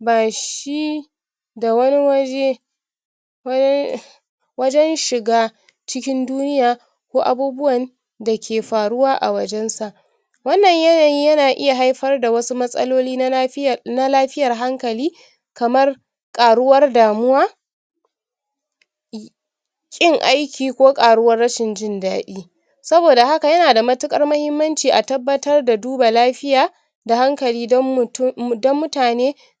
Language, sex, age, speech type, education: Hausa, female, 60+, spontaneous, tertiary